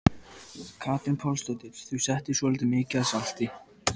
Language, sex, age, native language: Icelandic, male, 14, Icelandic